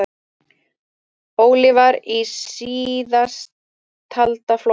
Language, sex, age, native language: Icelandic, female, 30-39, Icelandic